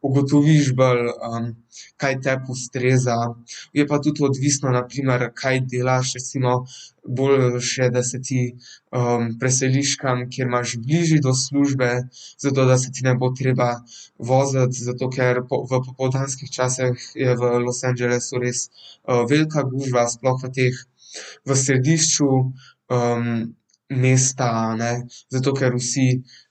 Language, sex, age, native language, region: Slovenian, male, 12-17, Slovenian, Central Slovenia